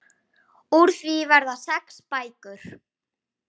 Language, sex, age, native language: Icelandic, female, 8, Icelandic